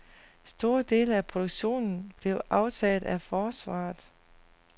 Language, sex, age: Danish, female, 40